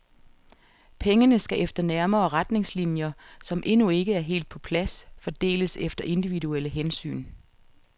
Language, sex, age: Danish, female, 47